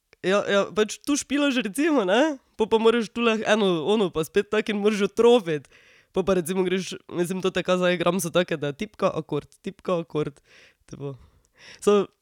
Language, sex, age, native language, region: Slovenian, female, 18-29, Slovenian, Drava region